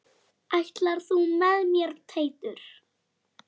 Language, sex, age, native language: Icelandic, female, 10, Icelandic